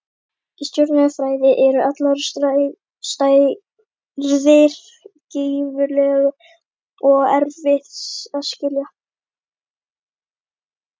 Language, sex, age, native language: Icelandic, male, 50-59, Icelandic